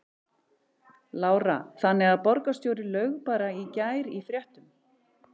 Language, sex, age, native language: Icelandic, male, 11, Icelandic